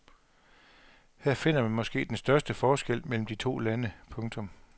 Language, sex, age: Danish, male, 42